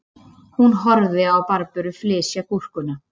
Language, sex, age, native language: Icelandic, female, 30-39, Icelandic